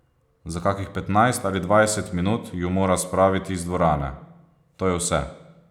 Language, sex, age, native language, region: Slovenian, male, 30-49, Slovenian, Posavska region